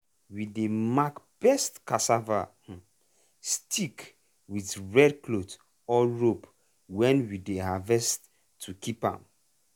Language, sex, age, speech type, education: Nigerian Pidgin, male, 15-29, spontaneous, tertiary